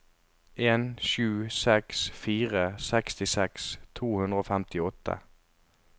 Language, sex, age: Norwegian, male, 33